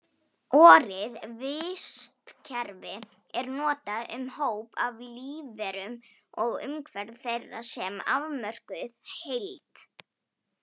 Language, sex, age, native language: Icelandic, female, 18-19, Polish